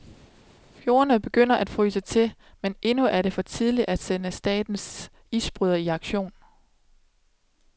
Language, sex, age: Danish, female, 27